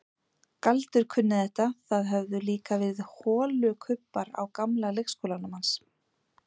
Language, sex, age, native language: Icelandic, female, 40-49, Icelandic